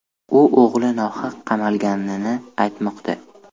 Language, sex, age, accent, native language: Uzbek, male, 12-17, Toshkent viloyati, Uzbek